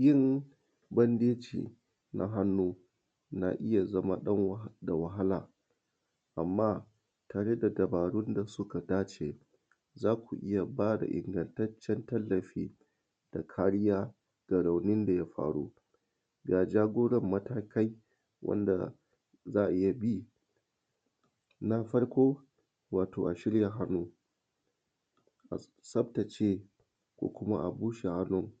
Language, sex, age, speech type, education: Hausa, male, 30-45, spontaneous, tertiary